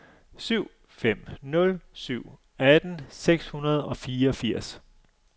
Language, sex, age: Danish, male, 35